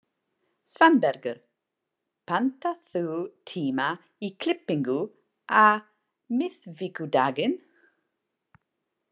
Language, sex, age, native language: Icelandic, female, 40-49, English